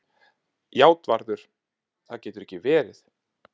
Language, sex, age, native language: Icelandic, male, 30-39, Icelandic